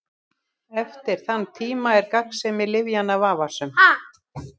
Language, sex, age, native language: Icelandic, female, 60-69, Icelandic